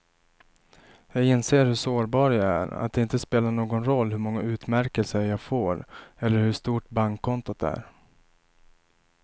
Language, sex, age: Swedish, male, 27